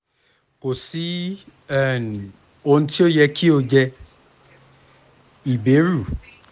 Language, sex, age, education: Yoruba, male, 15-29, tertiary